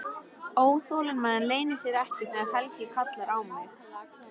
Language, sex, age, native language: Icelandic, female, 13, Icelandic